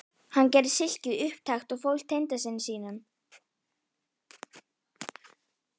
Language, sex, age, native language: Icelandic, female, 12, Icelandic